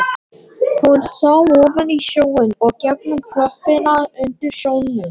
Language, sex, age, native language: Icelandic, male, 18-19, Latvian